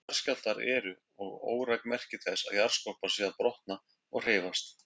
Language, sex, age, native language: Icelandic, male, 50-59, Icelandic